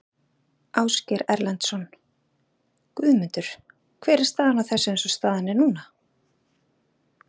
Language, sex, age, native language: Icelandic, female, 30-39, Icelandic